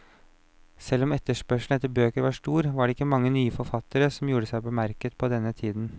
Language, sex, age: Norwegian, male, 29